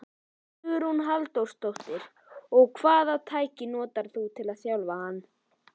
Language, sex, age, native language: Icelandic, male, 11, Icelandic